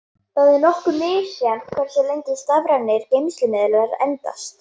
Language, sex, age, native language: Icelandic, female, 18-19, Icelandic